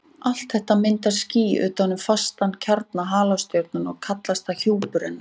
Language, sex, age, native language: Icelandic, female, 40-49, Icelandic